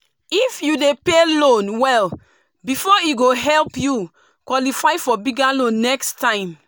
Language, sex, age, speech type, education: Nigerian Pidgin, female, 30-45, spontaneous, tertiary